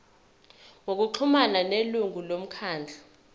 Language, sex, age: Zulu, female, 21